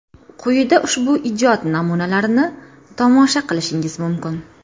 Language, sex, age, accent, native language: Uzbek, female, 25-34, Toshkent shahri, Uzbek